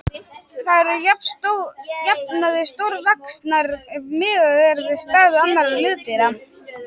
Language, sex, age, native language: Icelandic, male, 18-19, Icelandic